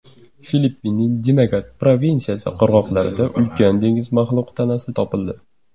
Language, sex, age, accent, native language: Uzbek, male, 18-24, Surxondaryo, Uzbek